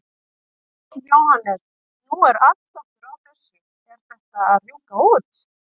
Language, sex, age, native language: Icelandic, female, 40-49, Icelandic